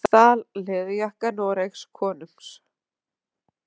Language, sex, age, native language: Icelandic, female, 30-39, Icelandic